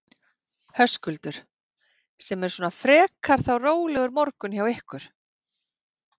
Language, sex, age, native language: Icelandic, female, 40-49, Icelandic